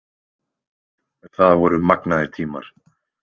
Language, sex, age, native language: Icelandic, male, 20-29, Icelandic